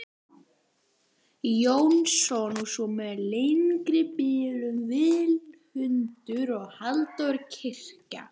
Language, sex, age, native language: Icelandic, female, 12, Icelandic